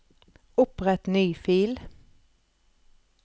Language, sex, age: Norwegian, female, 43